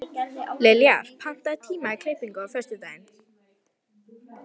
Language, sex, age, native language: Icelandic, female, 11, Icelandic